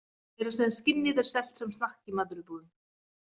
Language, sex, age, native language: Icelandic, female, 30-39, Icelandic